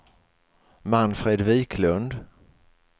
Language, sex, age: Swedish, male, 61